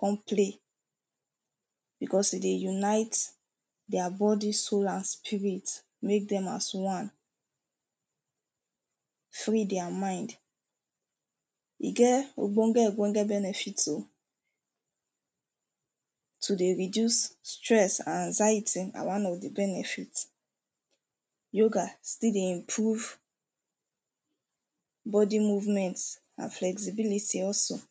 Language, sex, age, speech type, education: Nigerian Pidgin, female, 15-29, spontaneous, tertiary